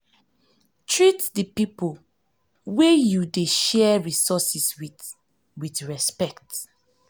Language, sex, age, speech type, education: Nigerian Pidgin, female, 15-29, spontaneous, tertiary